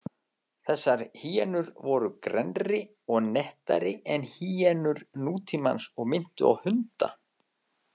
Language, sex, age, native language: Icelandic, male, 50-59, Icelandic